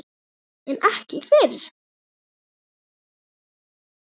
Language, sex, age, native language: Icelandic, male, 8, Icelandic